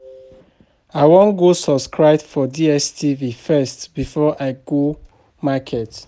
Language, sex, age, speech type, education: Nigerian Pidgin, male, 30-45, spontaneous, tertiary